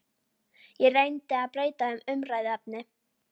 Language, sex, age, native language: Icelandic, female, 12, Icelandic